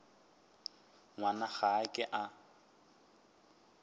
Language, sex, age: Northern Sotho, male, 21